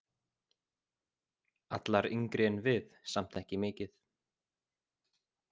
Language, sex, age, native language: Icelandic, male, 20-29, Icelandic